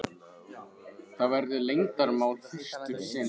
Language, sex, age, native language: Icelandic, male, 15, Icelandic